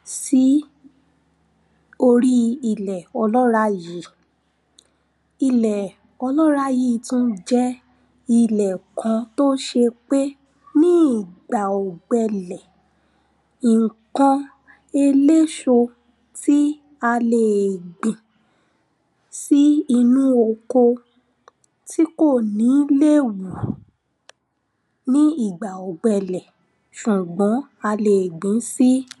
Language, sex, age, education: Yoruba, female, 15-29, primary